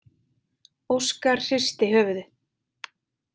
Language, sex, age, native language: Icelandic, female, 20-29, Icelandic